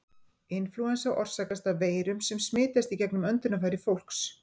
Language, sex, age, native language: Icelandic, female, 50-59, Icelandic